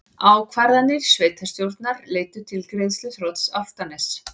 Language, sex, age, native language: Icelandic, female, 40-49, Icelandic